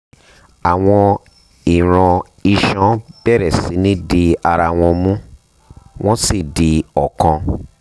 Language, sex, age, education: Yoruba, male, 30-45, tertiary